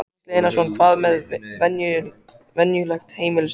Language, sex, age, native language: Icelandic, male, 14, Icelandic